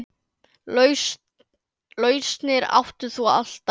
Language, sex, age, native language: Icelandic, male, 9, Icelandic